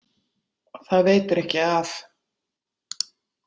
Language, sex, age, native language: Icelandic, female, 60-69, Icelandic